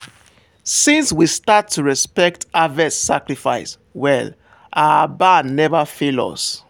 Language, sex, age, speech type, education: Nigerian Pidgin, male, 15-29, spontaneous, tertiary